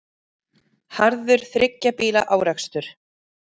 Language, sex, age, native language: Icelandic, female, 30-39, Icelandic